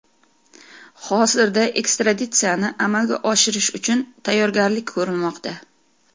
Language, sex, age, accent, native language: Uzbek, female, 40-49, Toshkent viloyati, Uzbek